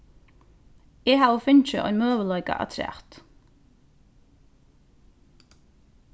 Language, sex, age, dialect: Faroese, female, 15-35, Norðurstreymoy/Eysturoy